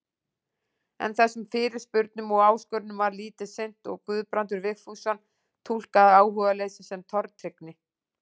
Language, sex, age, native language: Icelandic, female, 40-49, Icelandic